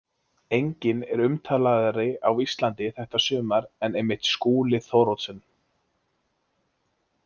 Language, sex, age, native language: Icelandic, male, 20-29, Icelandic